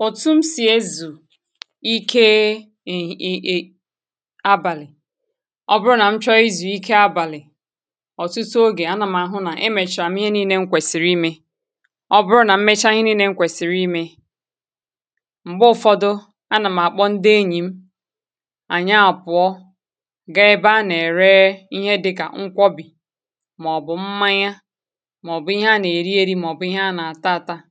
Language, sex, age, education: Igbo, female, 30-45, tertiary